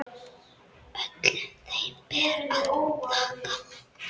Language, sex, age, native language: Icelandic, male, 10, Icelandic